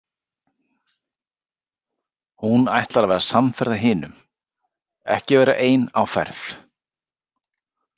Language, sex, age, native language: Icelandic, male, 40-49, Icelandic